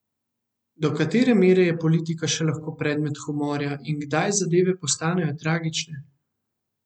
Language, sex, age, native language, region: Slovenian, male, 18-29, Slovenian, Central Slovenia